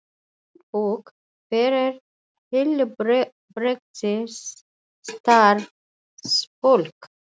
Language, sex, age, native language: Icelandic, female, 40-49, Icelandic